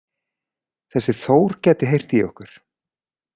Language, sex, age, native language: Icelandic, male, 40-49, Icelandic